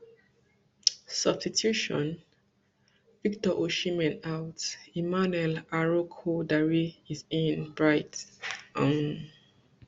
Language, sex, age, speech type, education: Nigerian Pidgin, female, 30-45, spontaneous, tertiary